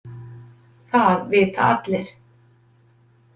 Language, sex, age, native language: Icelandic, female, 50-59, Icelandic